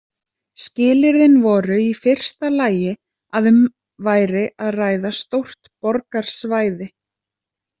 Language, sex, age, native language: Icelandic, female, 30-39, Icelandic